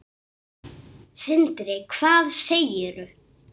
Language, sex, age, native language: Icelandic, male, 6, Icelandic